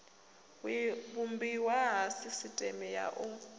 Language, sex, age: Venda, female, 22